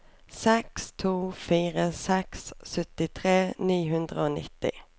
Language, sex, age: Norwegian, female, 24